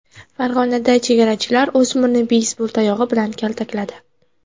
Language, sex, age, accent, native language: Uzbek, female, 18-24, Andijon, Uzbek